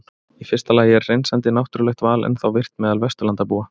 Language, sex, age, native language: Icelandic, male, 30-39, Icelandic